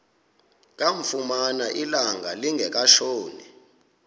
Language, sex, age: Xhosa, male, 26